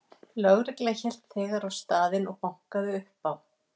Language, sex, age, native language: Icelandic, female, 60-69, Icelandic